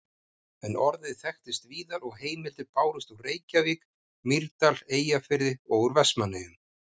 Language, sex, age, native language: Icelandic, male, 50-59, Icelandic